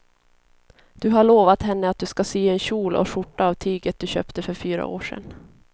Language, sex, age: Swedish, female, 22